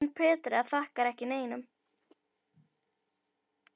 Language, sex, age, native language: Icelandic, female, 10, Icelandic